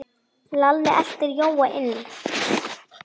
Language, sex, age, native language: Icelandic, female, 10, Icelandic